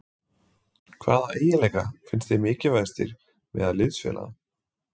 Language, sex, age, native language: Icelandic, male, 20-29, Icelandic